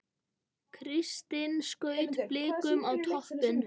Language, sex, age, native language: Icelandic, male, 18-19, Icelandic